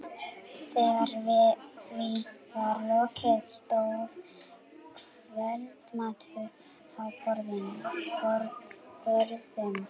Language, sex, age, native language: Icelandic, female, 11, Icelandic